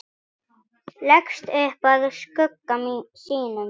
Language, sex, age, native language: Icelandic, female, 10, Icelandic